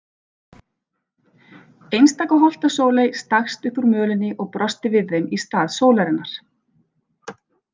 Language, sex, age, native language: Icelandic, female, 40-49, Icelandic